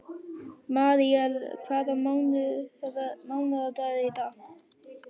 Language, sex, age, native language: Icelandic, female, 11, Icelandic